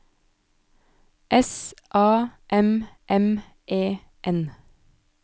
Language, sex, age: Norwegian, female, 29